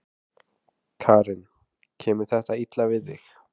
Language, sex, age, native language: Icelandic, male, 20-29, Icelandic